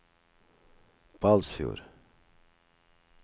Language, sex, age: Norwegian, male, 57